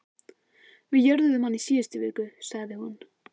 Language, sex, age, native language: Icelandic, female, 14, Icelandic